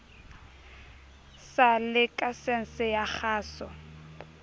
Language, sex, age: Southern Sotho, female, 22